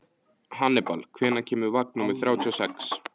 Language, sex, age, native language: Icelandic, male, 15, Icelandic